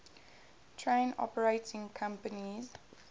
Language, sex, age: English, female, 18